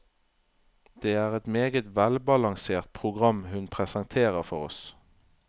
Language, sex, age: Norwegian, male, 31